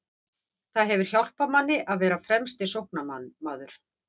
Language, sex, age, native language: Icelandic, female, 50-59, Icelandic